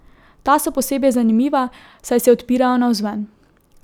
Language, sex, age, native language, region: Slovenian, female, 18-29, Slovenian, Drava region